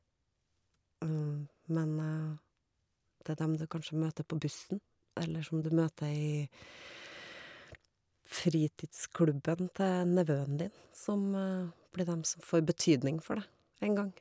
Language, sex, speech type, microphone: Norwegian, female, spontaneous, Shure